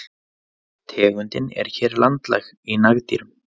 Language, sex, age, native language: Icelandic, male, 30-39, Icelandic